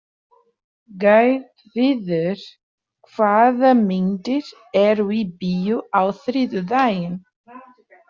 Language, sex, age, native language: Icelandic, female, 30-39, Portuguese